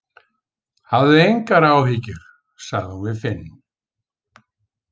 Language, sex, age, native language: Icelandic, male, 50-59, Icelandic